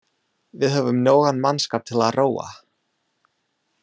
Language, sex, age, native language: Icelandic, male, 30-39, English